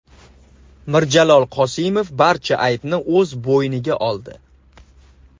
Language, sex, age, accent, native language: Uzbek, male, 25-34, Andijon, Uzbek